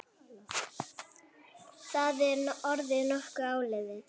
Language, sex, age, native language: Icelandic, female, 9, Icelandic